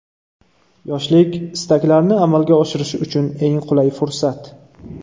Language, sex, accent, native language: Uzbek, male, Toshkent viloyati, Uzbek